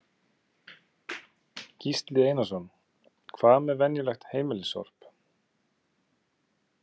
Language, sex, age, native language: Icelandic, male, 30-39, Icelandic